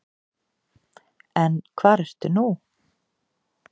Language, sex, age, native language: Icelandic, female, 50-59, Icelandic